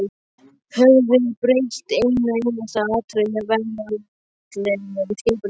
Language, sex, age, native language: Icelandic, male, 13, Icelandic